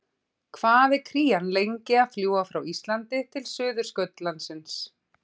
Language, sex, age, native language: Icelandic, female, 40-49, Icelandic